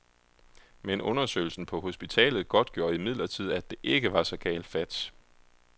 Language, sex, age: Danish, male, 31